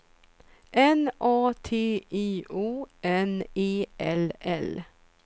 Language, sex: Swedish, female